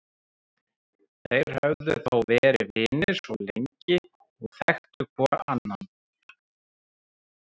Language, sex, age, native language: Icelandic, male, 30-39, Icelandic